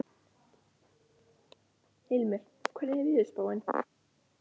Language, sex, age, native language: Icelandic, male, 11, Icelandic